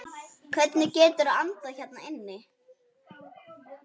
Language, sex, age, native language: Icelandic, female, 9, Icelandic